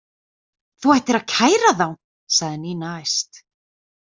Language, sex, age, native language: Icelandic, female, 20-29, Icelandic